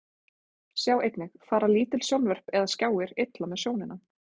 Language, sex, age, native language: Icelandic, female, 20-29, Icelandic